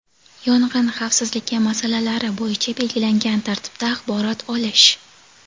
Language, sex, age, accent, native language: Uzbek, female, 18-24, Toshkent shahri, Uzbek